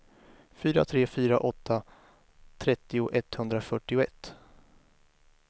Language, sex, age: Swedish, male, 23